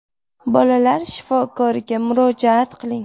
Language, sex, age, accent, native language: Uzbek, female, 19-29, Buxoro, Uzbek